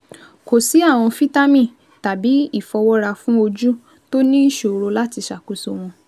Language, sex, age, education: Yoruba, female, 15-29, tertiary